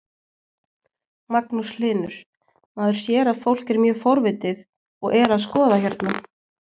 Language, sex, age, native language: Icelandic, female, 20-29, Icelandic